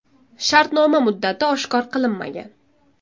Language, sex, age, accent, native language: Uzbek, female, 19-29, Samarqand, Uzbek